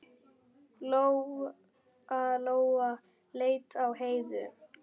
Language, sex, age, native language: Icelandic, male, 10, Icelandic